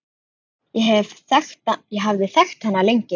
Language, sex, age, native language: Icelandic, female, 9, Icelandic